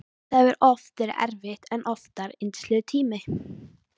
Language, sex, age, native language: Icelandic, female, 13, Icelandic